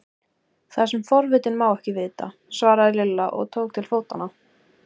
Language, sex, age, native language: Icelandic, female, 18-19, Icelandic